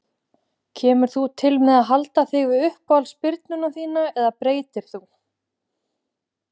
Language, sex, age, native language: Icelandic, female, 20-29, Icelandic